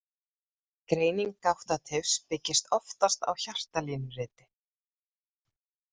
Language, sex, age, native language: Icelandic, female, 40-49, Icelandic